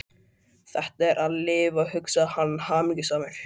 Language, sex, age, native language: Icelandic, male, 12, Icelandic